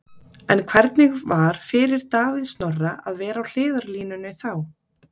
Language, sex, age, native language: Icelandic, female, 30-39, Icelandic